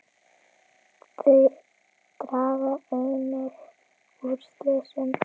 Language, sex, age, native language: Icelandic, female, 10, Icelandic